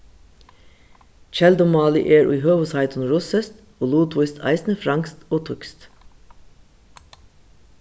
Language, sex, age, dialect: Faroese, female, 36-60, Suðurstreymoy